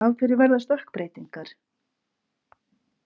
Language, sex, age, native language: Icelandic, female, 50-59, Icelandic